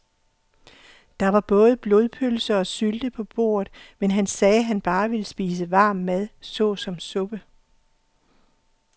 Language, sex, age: Danish, female, 48